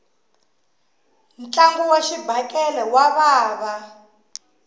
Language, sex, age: Tsonga, female, 19